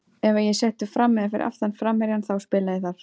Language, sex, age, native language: Icelandic, female, 20-29, Icelandic